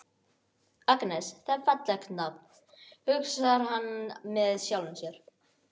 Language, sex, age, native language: Icelandic, other, 12, Icelandic